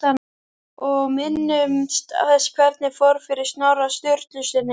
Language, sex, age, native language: Icelandic, female, 12, Icelandic